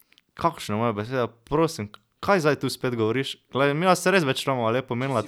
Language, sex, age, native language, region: Slovenian, male, 12-17, Slovenian, Drava region